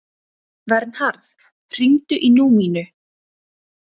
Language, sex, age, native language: Icelandic, female, 20-29, Icelandic